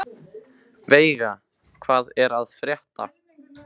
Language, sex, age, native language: Icelandic, male, 15, Icelandic